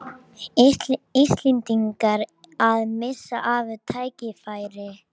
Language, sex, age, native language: Icelandic, male, 18-19, Icelandic